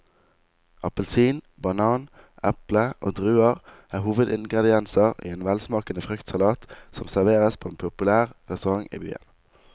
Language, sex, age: Norwegian, male, 19